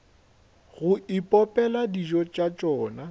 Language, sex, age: Northern Sotho, male, 21